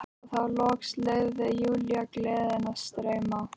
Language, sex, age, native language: Icelandic, other, 13, Icelandic